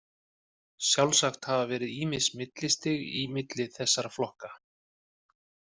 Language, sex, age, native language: Icelandic, male, 50-59, Icelandic